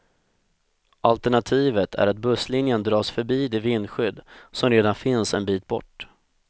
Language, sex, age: Swedish, male, 25